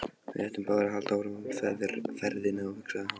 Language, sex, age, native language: Icelandic, male, 14, Icelandic